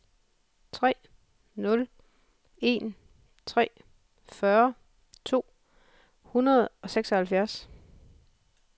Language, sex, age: Danish, female, 41